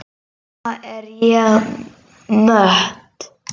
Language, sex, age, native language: Icelandic, male, 10, Icelandic